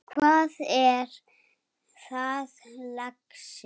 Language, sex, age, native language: Icelandic, male, 7, Icelandic